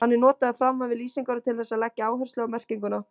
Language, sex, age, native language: Icelandic, female, 20-29, Icelandic